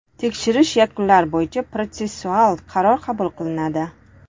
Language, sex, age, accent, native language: Uzbek, female, 25-34, Toshkent shahri, Uzbek